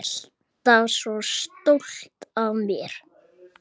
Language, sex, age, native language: Icelandic, male, 8, Icelandic